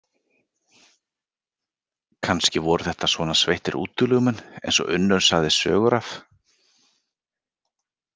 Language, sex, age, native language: Icelandic, male, 40-49, Icelandic